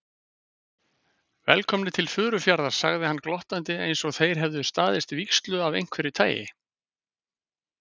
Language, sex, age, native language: Icelandic, male, 50-59, Icelandic